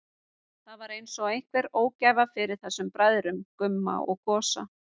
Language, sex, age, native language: Icelandic, female, 30-39, Icelandic